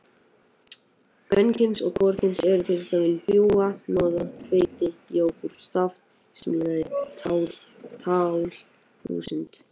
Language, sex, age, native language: Icelandic, male, 18-19, Icelandic